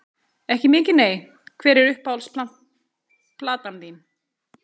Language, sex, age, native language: Icelandic, female, 30-39, Icelandic